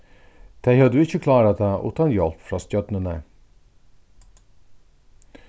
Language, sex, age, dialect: Faroese, male, 36-60, Suðurstreymoy